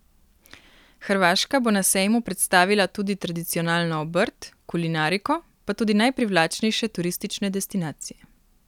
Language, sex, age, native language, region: Slovenian, female, 18-29, Slovenian, Primorsko-notranjska region